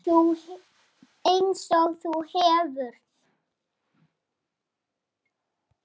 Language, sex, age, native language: Icelandic, male, 6, Icelandic